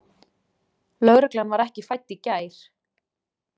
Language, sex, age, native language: Icelandic, female, 20-29, Icelandic